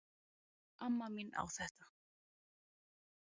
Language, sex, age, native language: Icelandic, female, 20-29, Icelandic